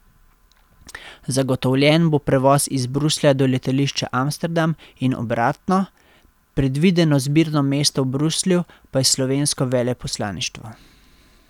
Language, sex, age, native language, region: Slovenian, male, 30-49, Slovenian, Central Slovenia